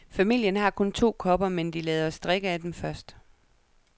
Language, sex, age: Danish, female, 37